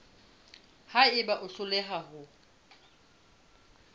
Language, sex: Southern Sotho, female